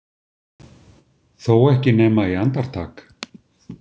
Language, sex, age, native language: Icelandic, male, 60-69, Icelandic